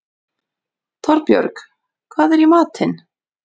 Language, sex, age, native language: Icelandic, female, 40-49, Icelandic